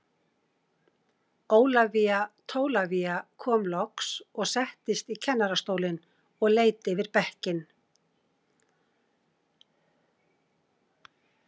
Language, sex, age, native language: Icelandic, female, 60-69, Icelandic